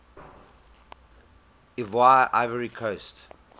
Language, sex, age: English, male, 24